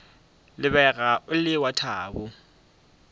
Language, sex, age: Northern Sotho, male, 25